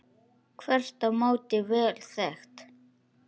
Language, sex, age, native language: Icelandic, male, 8, Icelandic